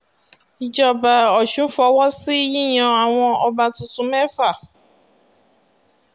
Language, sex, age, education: Yoruba, female, 30-45, tertiary